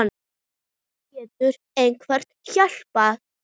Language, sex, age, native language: Icelandic, female, 7, Icelandic